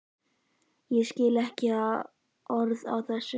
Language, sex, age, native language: Icelandic, male, 11, Icelandic